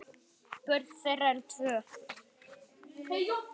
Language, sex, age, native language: Icelandic, male, 9, Icelandic